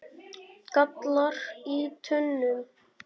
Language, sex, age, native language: Icelandic, male, 9, Icelandic